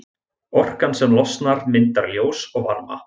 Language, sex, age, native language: Icelandic, male, 20-29, Icelandic